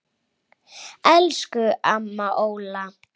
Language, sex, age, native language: Icelandic, female, 8, Icelandic